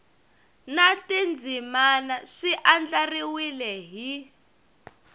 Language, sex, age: Tsonga, female, 22